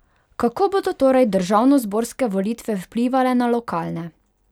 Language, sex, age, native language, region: Slovenian, female, 18-29, Hungarian, Pomurje region